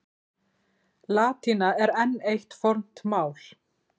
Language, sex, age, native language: Icelandic, female, 40-49, Icelandic